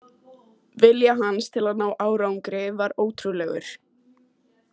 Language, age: Icelandic, 18-19